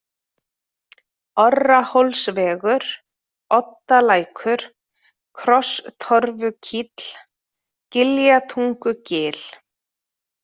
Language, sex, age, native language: Icelandic, female, 30-39, Icelandic